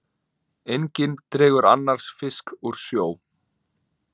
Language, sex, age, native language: Icelandic, male, 30-39, Icelandic